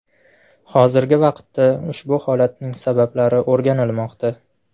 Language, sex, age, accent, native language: Uzbek, male, 18-24, Farg'ona, Uzbek